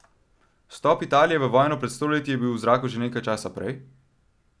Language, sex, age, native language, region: Slovenian, male, 12-17, Slovenian, Central Slovenia